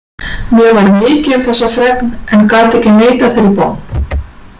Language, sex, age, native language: Icelandic, female, 40-49, Icelandic